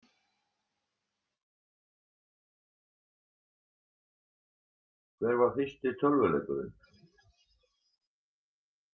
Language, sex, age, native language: Icelandic, male, 60-69, Icelandic